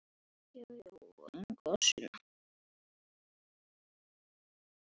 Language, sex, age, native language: Icelandic, male, 7, Icelandic